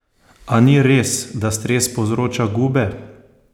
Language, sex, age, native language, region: Slovenian, male, 30-49, Slovenian, Posavska region